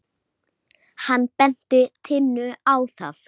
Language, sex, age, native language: Icelandic, female, 8, Icelandic